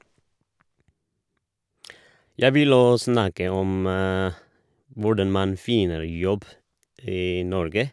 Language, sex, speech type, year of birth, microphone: Norwegian, male, spontaneous, 1978, Shure